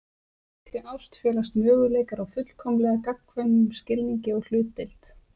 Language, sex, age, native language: Icelandic, female, 30-39, Icelandic